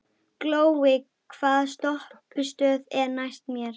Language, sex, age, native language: Icelandic, female, 12, Icelandic